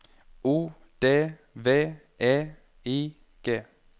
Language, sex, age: Norwegian, male, 21